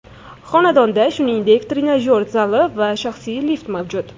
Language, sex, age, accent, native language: Uzbek, female, 18-24, Toshkent shahri, Uzbek